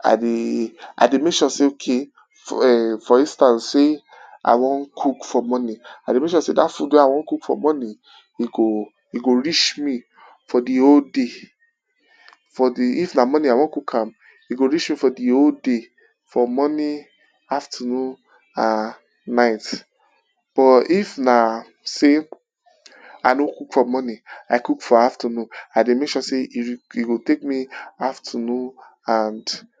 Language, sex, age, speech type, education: Nigerian Pidgin, male, 15-29, spontaneous, tertiary